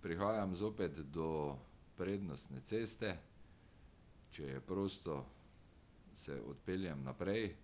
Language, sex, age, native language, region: Slovenian, male, 60+, Slovenian, Drava region